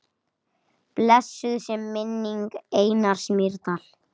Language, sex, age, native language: Icelandic, female, 8, Icelandic